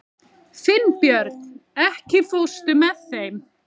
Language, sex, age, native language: Icelandic, female, 30-39, Icelandic